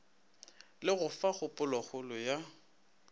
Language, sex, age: Northern Sotho, male, 19